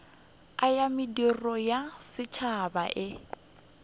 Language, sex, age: Northern Sotho, female, 21